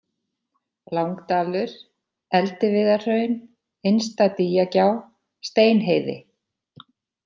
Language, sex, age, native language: Icelandic, female, 40-49, Icelandic